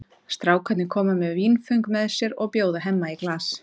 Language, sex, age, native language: Icelandic, female, 30-39, Icelandic